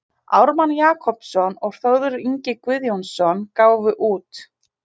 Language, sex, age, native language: Icelandic, female, 30-39, Icelandic